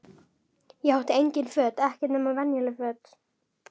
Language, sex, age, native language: Icelandic, female, 11, Icelandic